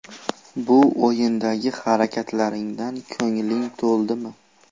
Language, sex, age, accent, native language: Uzbek, male, 18-24, Farg'ona, Uzbek